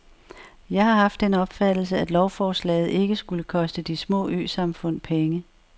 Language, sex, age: Danish, female, 64